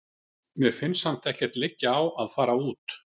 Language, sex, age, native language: Icelandic, male, 40-49, Icelandic